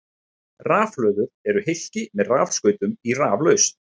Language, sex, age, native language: Icelandic, male, 30-39, Icelandic